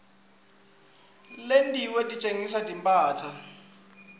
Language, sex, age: Swati, male, 26